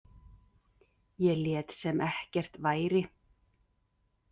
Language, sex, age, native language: Icelandic, female, 50-59, Icelandic